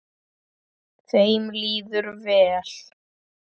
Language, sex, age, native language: Icelandic, male, 10, Icelandic